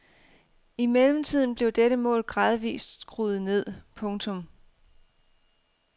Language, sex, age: Danish, female, 32